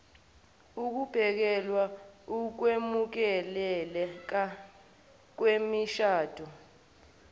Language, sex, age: Zulu, male, 18